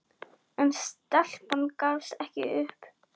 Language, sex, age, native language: Icelandic, female, 9, Icelandic